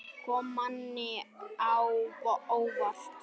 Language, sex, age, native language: Icelandic, male, 9, Icelandic